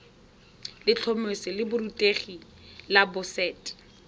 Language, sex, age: Tswana, female, 21